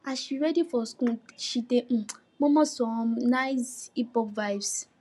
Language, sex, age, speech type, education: Nigerian Pidgin, female, 15-29, spontaneous, tertiary